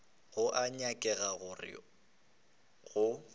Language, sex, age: Northern Sotho, male, 19